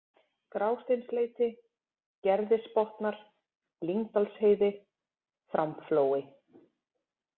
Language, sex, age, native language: Icelandic, female, 30-39, Icelandic